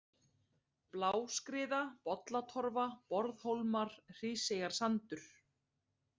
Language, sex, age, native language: Icelandic, female, 30-39, Icelandic